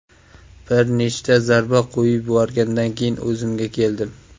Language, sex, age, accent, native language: Uzbek, male, 19-29, Samarqand, Uzbek